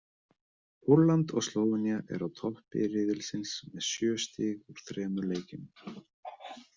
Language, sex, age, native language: Icelandic, male, 30-39, Icelandic